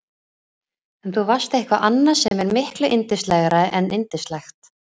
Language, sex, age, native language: Icelandic, female, 20-29, Icelandic